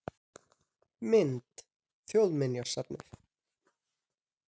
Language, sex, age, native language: Icelandic, male, 30-39, Icelandic